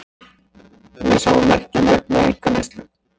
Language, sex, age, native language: Icelandic, male, 30-39, Icelandic